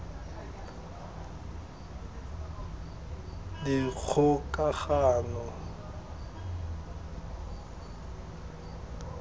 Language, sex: Tswana, male